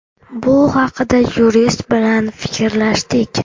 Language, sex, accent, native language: Uzbek, female, Qashqadaryo, Uzbek